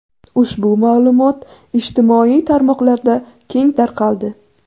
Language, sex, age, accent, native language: Uzbek, female, 18-24, Buxoro, Uzbek